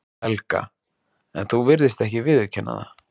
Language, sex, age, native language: Icelandic, male, 30-39, Icelandic